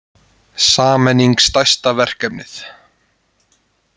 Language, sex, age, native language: Icelandic, male, 20-29, Icelandic